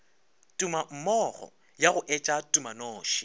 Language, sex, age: Northern Sotho, male, 24